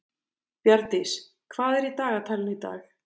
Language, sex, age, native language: Icelandic, female, 30-39, Icelandic